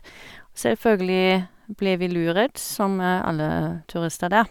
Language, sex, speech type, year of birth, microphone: Norwegian, female, spontaneous, 1971, Sennheiser